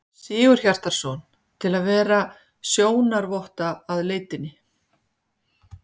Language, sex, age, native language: Icelandic, female, 50-59, Icelandic